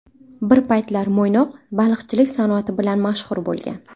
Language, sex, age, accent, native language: Uzbek, female, under 19, Navoiy, Uzbek